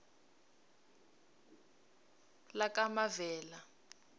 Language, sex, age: South Ndebele, female, 20